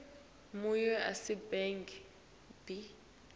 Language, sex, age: Swati, female, 19